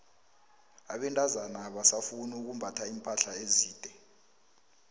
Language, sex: South Ndebele, female